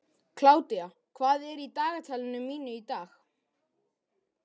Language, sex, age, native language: Icelandic, male, 12, Icelandic